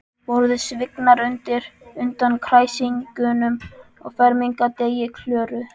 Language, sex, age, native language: Icelandic, male, 11, Icelandic